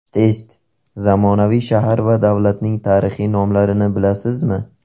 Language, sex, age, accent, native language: Uzbek, male, 18-24, Qashqadaryo, Uzbek